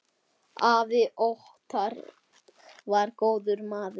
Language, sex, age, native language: Icelandic, male, 8, Icelandic